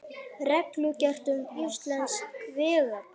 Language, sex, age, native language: Icelandic, female, 40-49, Icelandic